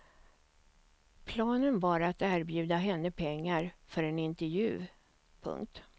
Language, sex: Swedish, female